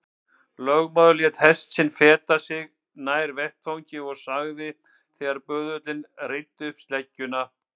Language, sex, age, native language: Icelandic, male, 50-59, Icelandic